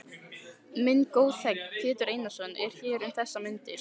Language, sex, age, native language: Icelandic, female, 15, Icelandic